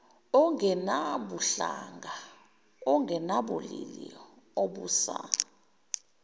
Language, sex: Zulu, female